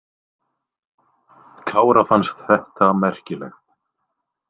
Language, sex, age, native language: Icelandic, male, 20-29, Icelandic